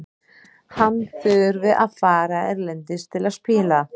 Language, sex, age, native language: Icelandic, female, 30-39, Icelandic